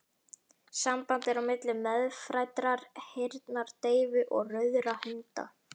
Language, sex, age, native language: Icelandic, male, 11, Icelandic